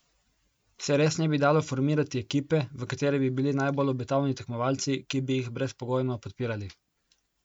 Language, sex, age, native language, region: Slovenian, male, 18-29, Slovenian, Coastal Karst region